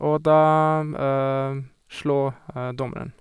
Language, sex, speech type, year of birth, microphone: Norwegian, male, spontaneous, 1978, Sennheiser